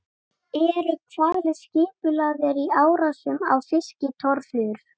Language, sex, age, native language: Icelandic, female, 18-19, Icelandic